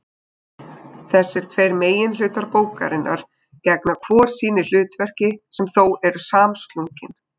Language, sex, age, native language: Icelandic, female, 20-29, Icelandic